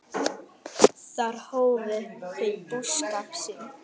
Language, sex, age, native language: Icelandic, female, 8, Icelandic